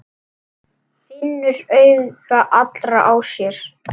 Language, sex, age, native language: Icelandic, male, 9, Icelandic